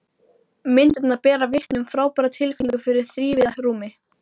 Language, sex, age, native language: Icelandic, female, 12, Icelandic